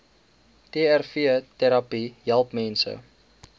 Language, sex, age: Afrikaans, male, 19